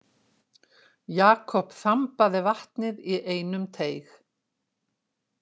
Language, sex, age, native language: Icelandic, female, 60-69, Icelandic